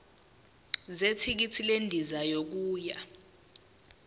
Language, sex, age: Zulu, female, 19